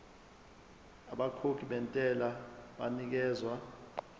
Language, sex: Zulu, male